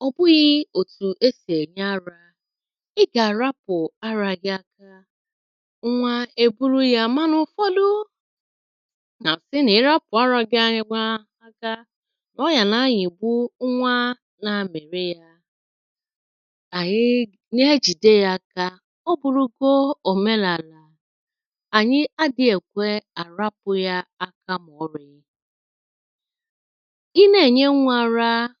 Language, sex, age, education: Igbo, female, 30-45, secondary